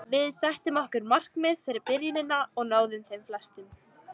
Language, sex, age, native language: Icelandic, female, 18-19, Icelandic